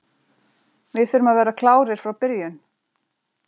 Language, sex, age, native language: Icelandic, female, 40-49, Icelandic